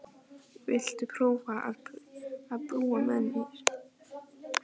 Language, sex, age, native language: Icelandic, male, 11, Icelandic